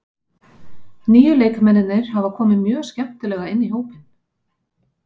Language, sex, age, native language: Icelandic, female, 50-59, Icelandic